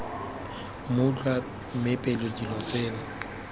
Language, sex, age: Tswana, male, 21